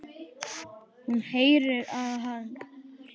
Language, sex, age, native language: Icelandic, male, 10, Icelandic